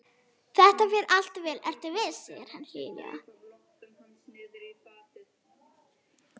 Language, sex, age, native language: Icelandic, female, 12, Icelandic